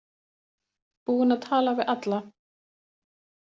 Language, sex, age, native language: Icelandic, female, 40-49, Icelandic